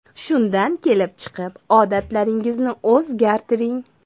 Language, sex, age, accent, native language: Uzbek, female, 25-34, Toshkent viloyati, Uzbek